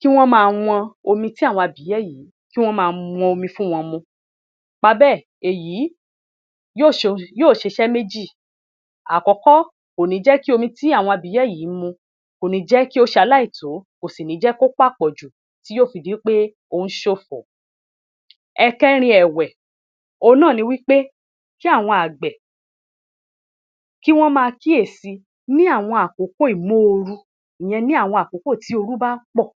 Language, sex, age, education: Yoruba, female, 30-45, tertiary